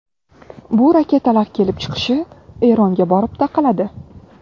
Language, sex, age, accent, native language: Uzbek, female, 18-24, Navoiy, Uzbek